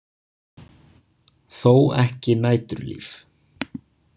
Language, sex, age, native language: Icelandic, male, 20-29, Icelandic